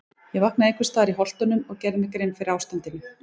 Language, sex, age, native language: Icelandic, female, 20-29, Icelandic